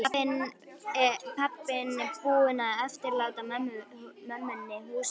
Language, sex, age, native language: Icelandic, female, 11, Icelandic